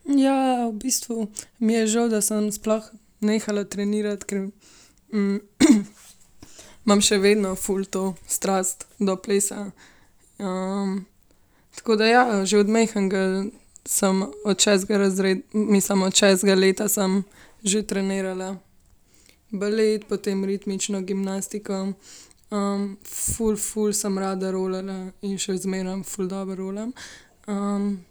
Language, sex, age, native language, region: Slovenian, female, 18-29, Slovenian, Central Slovenia